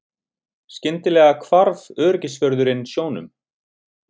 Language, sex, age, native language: Icelandic, male, 30-39, Icelandic